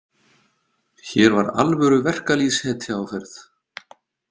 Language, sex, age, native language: Icelandic, male, 50-59, Icelandic